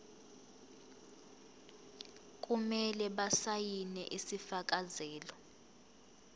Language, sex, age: Zulu, female, 22